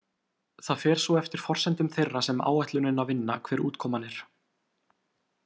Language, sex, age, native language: Icelandic, male, 18-19, Icelandic